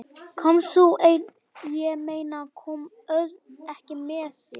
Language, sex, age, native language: Icelandic, male, 12, Icelandic